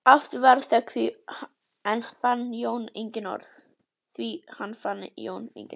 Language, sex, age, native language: Icelandic, female, 11, Icelandic